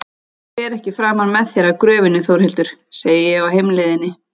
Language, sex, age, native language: Icelandic, female, 30-39, Icelandic